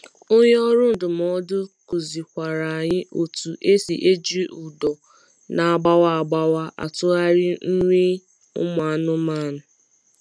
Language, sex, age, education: Igbo, female, 15-29, tertiary